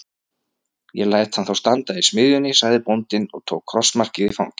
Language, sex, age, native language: Icelandic, male, 30-39, Icelandic